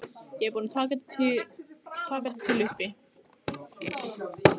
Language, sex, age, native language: Icelandic, female, 15, Icelandic